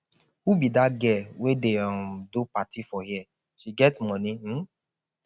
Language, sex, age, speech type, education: Nigerian Pidgin, male, 15-29, spontaneous, tertiary